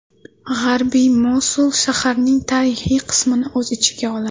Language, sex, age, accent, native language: Uzbek, female, 19-29, Toshkent viloyati, Uzbek